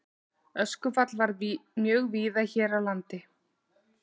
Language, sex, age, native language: Icelandic, female, 40-49, Icelandic